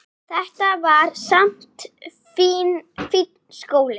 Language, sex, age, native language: Icelandic, female, 8, Icelandic